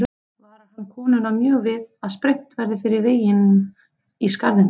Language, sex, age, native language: Icelandic, female, 30-39, Icelandic